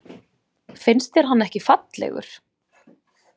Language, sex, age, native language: Icelandic, female, 20-29, Icelandic